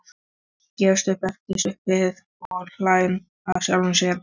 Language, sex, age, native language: Icelandic, female, 13, Icelandic